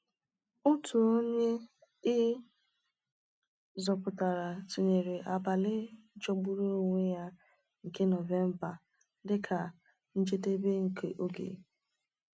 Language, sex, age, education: Igbo, female, 15-29, tertiary